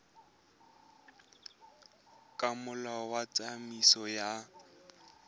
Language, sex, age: Tswana, male, 20